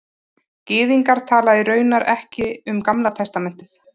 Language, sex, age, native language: Icelandic, female, 30-39, Icelandic